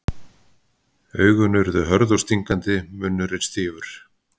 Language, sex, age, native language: Icelandic, male, 50-59, Icelandic